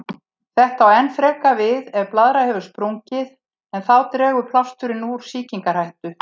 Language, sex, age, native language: Icelandic, female, 70-79, Icelandic